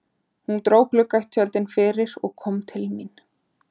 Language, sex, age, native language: Icelandic, female, 20-29, Icelandic